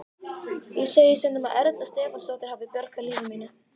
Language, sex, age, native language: Icelandic, female, 14, Icelandic